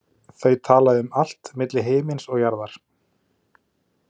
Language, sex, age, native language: Icelandic, male, 30-39, Icelandic